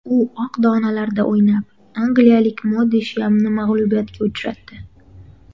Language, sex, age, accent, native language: Uzbek, female, 18-24, Qashqadaryo, Uzbek